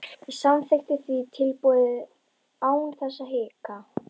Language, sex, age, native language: Icelandic, female, 11, Icelandic